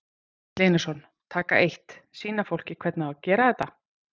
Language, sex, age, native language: Icelandic, female, 40-49, Icelandic